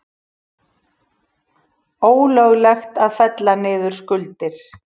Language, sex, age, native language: Icelandic, female, 40-49, Icelandic